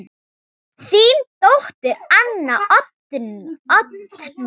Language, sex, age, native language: Icelandic, female, 10, Thai